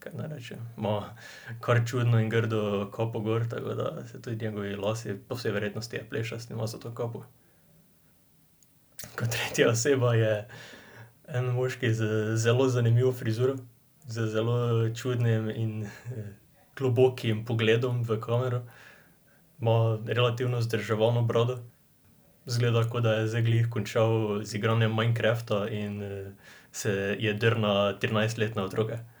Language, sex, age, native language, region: Slovenian, male, 18-29, Slovenian, Drava region